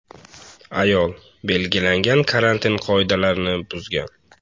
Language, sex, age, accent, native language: Uzbek, male, 18-24, Samarqand, Uzbek